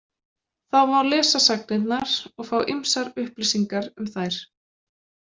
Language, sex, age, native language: Icelandic, female, 20-29, Icelandic